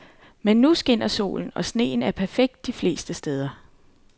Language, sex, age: Danish, female, 39